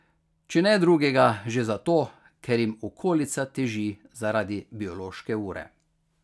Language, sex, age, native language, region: Slovenian, male, 50-59, Slovenian, Carinthia region